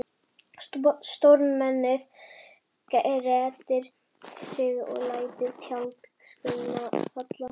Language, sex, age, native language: Icelandic, female, 11, Icelandic